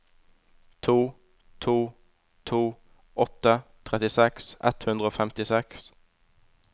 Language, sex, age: Norwegian, male, 20